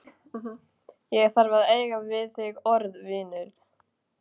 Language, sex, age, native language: Icelandic, male, 12, Icelandic